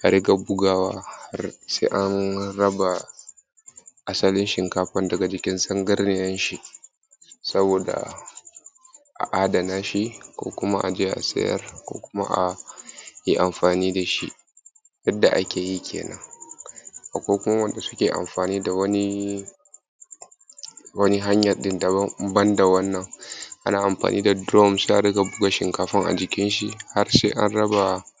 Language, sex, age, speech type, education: Hausa, male, 30-45, spontaneous, primary